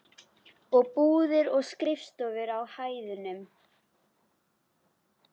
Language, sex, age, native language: Icelandic, female, 11, Icelandic